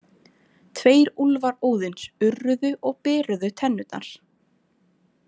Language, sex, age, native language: Icelandic, female, 20-29, Icelandic